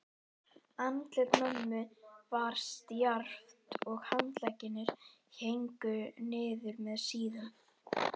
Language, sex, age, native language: Icelandic, male, 11, Icelandic